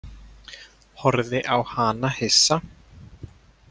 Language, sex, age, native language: Icelandic, male, 20-29, Icelandic